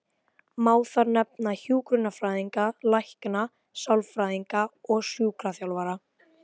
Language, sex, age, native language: Icelandic, female, 18-19, Icelandic